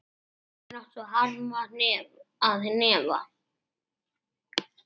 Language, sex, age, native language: Icelandic, male, 8, Icelandic